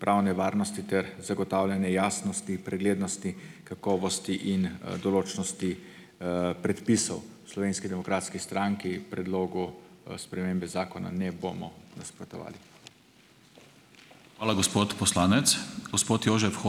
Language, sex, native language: Slovenian, male, Slovenian